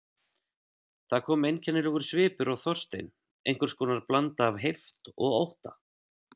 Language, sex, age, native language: Icelandic, male, 30-39, Icelandic